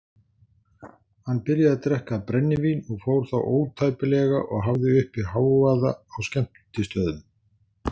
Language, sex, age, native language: Icelandic, male, 60-69, Icelandic